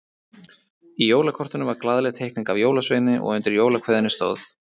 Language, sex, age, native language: Icelandic, male, 30-39, Icelandic